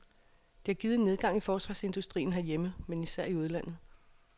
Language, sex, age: Danish, female, 36